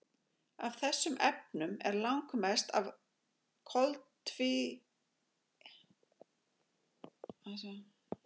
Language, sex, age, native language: Icelandic, female, 40-49, Icelandic